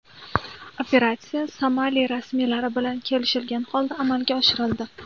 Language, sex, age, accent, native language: Uzbek, female, 18-24, Sirdaryo, Uzbek